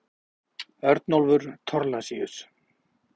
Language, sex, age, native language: Icelandic, male, 40-49, Icelandic